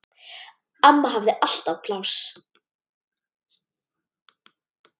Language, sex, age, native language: Icelandic, male, 10, Icelandic